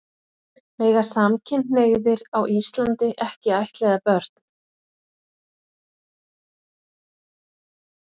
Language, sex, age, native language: Icelandic, female, 40-49, Icelandic